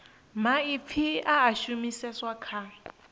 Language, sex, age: Venda, female, 22